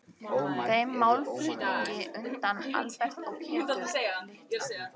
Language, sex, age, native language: Icelandic, female, 18-19, Icelandic